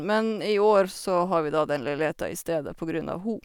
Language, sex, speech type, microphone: Norwegian, female, spontaneous, Sennheiser